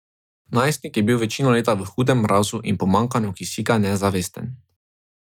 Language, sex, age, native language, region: Slovenian, male, 18-29, Slovenian, Drava region